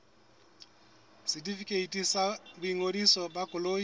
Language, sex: Southern Sotho, male